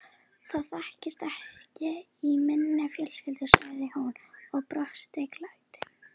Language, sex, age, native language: Icelandic, female, 20-29, Icelandic